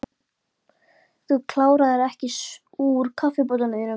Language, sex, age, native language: Icelandic, female, 12, Icelandic